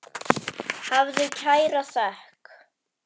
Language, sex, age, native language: Icelandic, female, 10, Icelandic